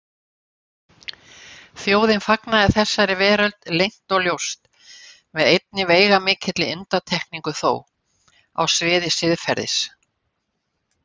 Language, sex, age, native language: Icelandic, female, 60-69, Icelandic